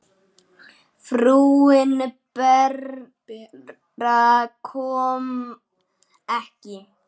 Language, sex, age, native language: Icelandic, male, 9, Icelandic